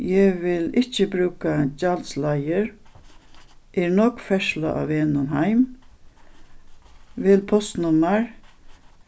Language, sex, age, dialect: Faroese, female, 61+, Suðuroy